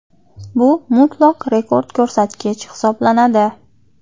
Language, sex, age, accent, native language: Uzbek, female, 25-34, Xorazm, Uzbek